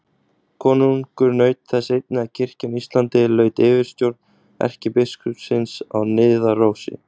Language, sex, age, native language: Icelandic, male, 20-29, Icelandic